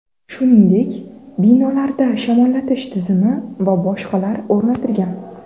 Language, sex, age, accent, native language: Uzbek, female, 18-24, Navoiy, Uzbek